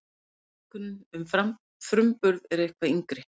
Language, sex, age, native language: Icelandic, female, 50-59, Icelandic